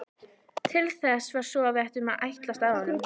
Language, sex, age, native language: Icelandic, female, 14, Icelandic